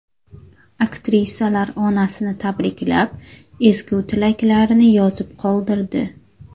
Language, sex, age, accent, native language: Uzbek, female, 18-24, Surxondaryo, Uzbek